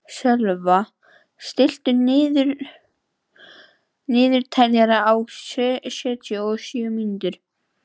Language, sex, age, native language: Icelandic, female, 18-19, Icelandic